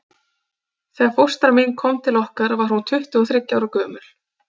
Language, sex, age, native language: Icelandic, female, 30-39, Icelandic